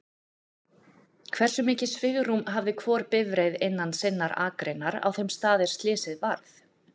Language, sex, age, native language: Icelandic, female, 40-49, Icelandic